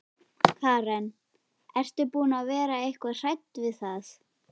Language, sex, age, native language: Icelandic, female, 13, Icelandic